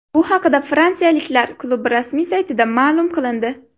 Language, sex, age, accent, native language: Uzbek, female, 12-17, Navoiy, Uzbek